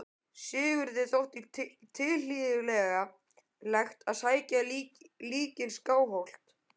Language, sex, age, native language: Icelandic, male, 12, Icelandic